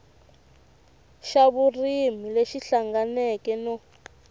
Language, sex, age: Tsonga, female, 24